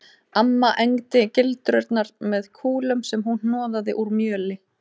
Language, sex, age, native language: Icelandic, female, 30-39, Icelandic